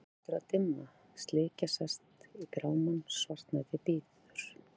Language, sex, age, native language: Icelandic, female, 40-49, Icelandic